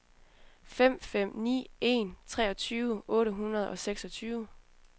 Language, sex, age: Danish, female, 20